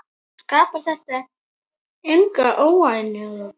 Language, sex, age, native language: Icelandic, female, 9, Icelandic